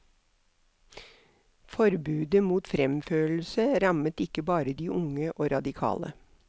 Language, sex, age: Norwegian, female, 63